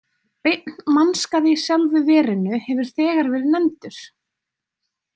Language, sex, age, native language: Icelandic, female, 20-29, Icelandic